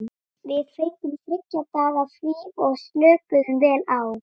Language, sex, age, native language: Icelandic, female, 18-19, Icelandic